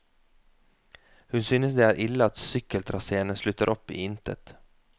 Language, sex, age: Norwegian, male, 33